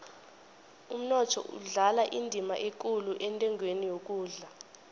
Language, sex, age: South Ndebele, female, 21